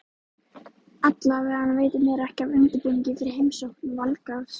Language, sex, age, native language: Icelandic, female, 13, Icelandic